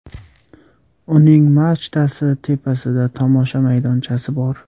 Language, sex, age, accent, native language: Uzbek, male, 18-24, Surxondaryo, Uzbek